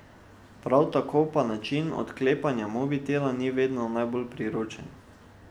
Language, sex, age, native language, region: Slovenian, male, 12-17, Slovenian, Drava region